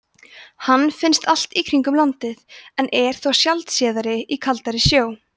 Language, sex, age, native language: Icelandic, female, 20-29, Icelandic